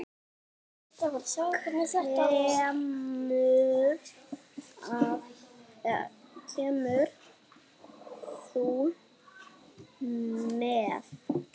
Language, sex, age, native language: Icelandic, male, 6, Icelandic